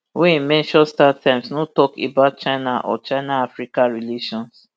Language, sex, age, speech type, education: Nigerian Pidgin, female, 30-45, spontaneous, tertiary